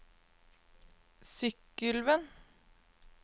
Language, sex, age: Norwegian, female, 22